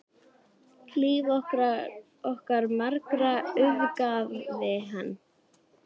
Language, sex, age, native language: Icelandic, female, 10, Icelandic